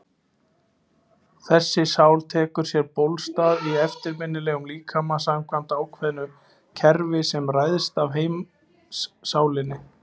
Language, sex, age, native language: Icelandic, male, 20-29, Icelandic